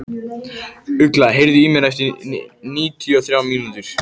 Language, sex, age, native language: Icelandic, male, 14, Icelandic